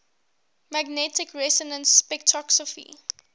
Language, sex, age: English, female, 18